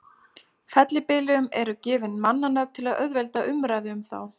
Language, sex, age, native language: Icelandic, female, 30-39, Icelandic